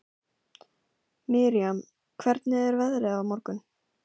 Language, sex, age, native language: Icelandic, female, 15, Icelandic